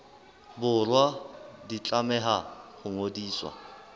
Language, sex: Southern Sotho, male